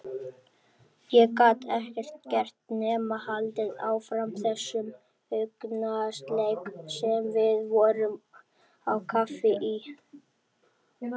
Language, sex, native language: Icelandic, male, Icelandic